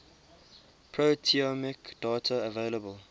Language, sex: English, male